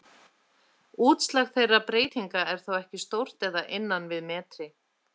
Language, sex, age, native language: Icelandic, female, 30-39, Icelandic